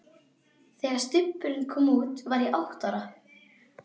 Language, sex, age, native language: Icelandic, female, 12, Icelandic